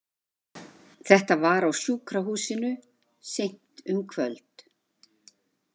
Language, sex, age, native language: Icelandic, female, 50-59, Icelandic